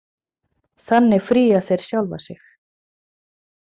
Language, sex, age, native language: Icelandic, female, 30-39, Icelandic